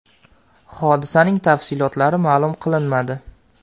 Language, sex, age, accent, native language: Uzbek, male, 18-24, Andijon, Uzbek